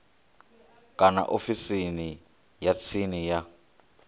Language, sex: Venda, male